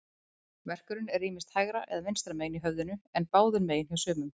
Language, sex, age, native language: Icelandic, female, 30-39, Icelandic